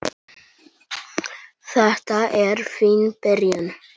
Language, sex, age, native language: Icelandic, male, 9, Icelandic